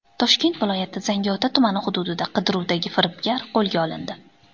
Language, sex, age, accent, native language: Uzbek, female, 18-24, Andijon, Uzbek